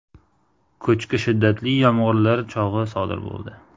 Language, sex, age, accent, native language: Uzbek, male, 18-24, Jizzax, Uzbek